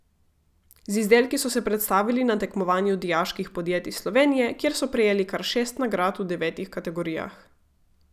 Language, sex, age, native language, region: Slovenian, female, 18-29, Slovenian, Gorica region